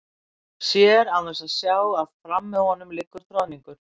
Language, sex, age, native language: Icelandic, female, 60-69, Icelandic